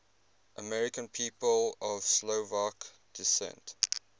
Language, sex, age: English, male, 21